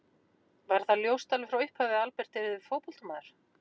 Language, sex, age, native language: Icelandic, female, 40-49, Icelandic